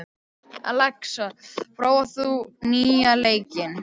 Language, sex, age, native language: Icelandic, male, 11, Icelandic